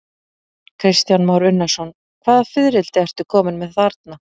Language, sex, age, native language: Icelandic, female, 40-49, Icelandic